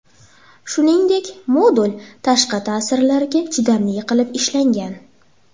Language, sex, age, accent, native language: Uzbek, female, under 19, Toshkent shahri, Uzbek